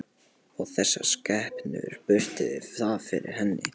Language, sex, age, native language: Icelandic, male, 18-19, Polish